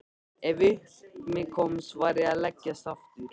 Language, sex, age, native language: Icelandic, male, 13, Icelandic